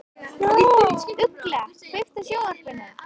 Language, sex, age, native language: Icelandic, female, 13, Icelandic